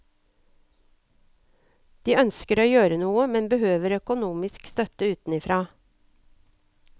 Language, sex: Norwegian, female